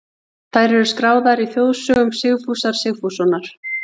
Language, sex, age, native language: Icelandic, female, 40-49, Icelandic